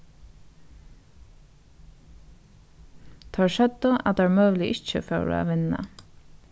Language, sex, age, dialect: Faroese, female, 36-60, Norðuroyggjar